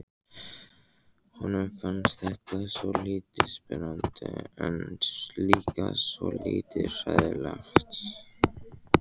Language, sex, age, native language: Icelandic, male, 14, Icelandic